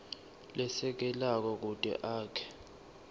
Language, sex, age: Swati, male, 19